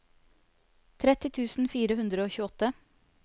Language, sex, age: Norwegian, female, 30